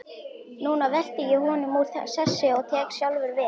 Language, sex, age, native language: Icelandic, male, 11, Icelandic